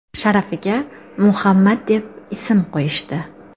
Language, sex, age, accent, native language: Uzbek, female, 25-34, Toshkent shahri, Uzbek